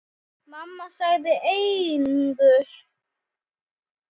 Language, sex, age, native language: Icelandic, male, 6, Icelandic